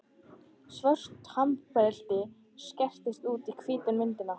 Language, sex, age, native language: Icelandic, female, 14, Icelandic